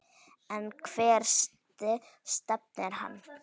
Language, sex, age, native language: Icelandic, female, 9, Icelandic